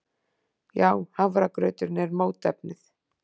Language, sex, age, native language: Icelandic, female, 40-49, Icelandic